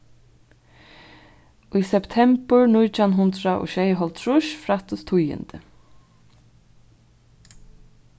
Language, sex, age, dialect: Faroese, female, 36-60, Vágar